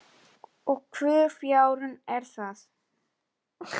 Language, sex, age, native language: Icelandic, male, 18-19, Icelandic